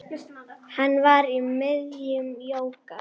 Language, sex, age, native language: Icelandic, female, 9, Icelandic